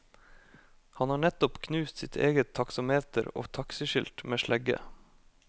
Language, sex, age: Norwegian, male, 25